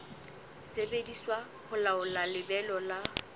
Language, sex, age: Southern Sotho, female, 19